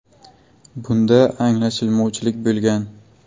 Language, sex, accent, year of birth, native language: Uzbek, male, Buxoro, 2002, Uzbek